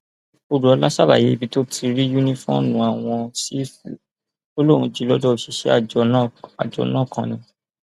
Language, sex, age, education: Yoruba, male, 15-29, tertiary